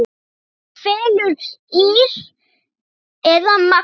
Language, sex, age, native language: Icelandic, male, 9, Icelandic